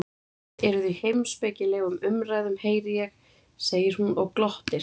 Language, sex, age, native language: Icelandic, female, 30-39, Icelandic